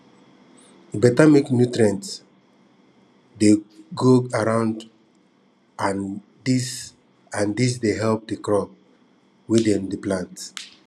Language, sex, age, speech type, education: Nigerian Pidgin, female, 15-29, spontaneous, tertiary